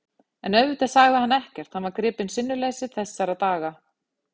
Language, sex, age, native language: Icelandic, female, 50-59, Icelandic